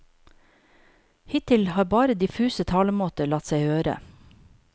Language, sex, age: Norwegian, female, 48